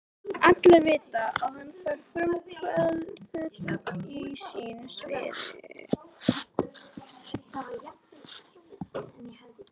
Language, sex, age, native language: Icelandic, female, 13, Icelandic